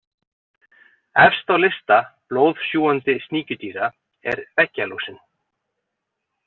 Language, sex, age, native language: Icelandic, male, 40-49, Icelandic